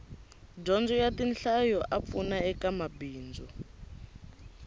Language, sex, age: Tsonga, female, 19